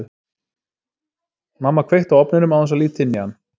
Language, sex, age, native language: Icelandic, male, 30-39, Icelandic